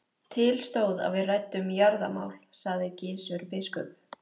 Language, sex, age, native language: Icelandic, female, 13, Icelandic